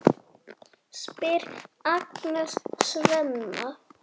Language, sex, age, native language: Icelandic, male, 6, Icelandic